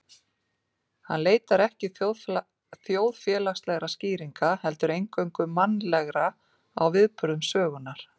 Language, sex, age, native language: Icelandic, female, 40-49, Icelandic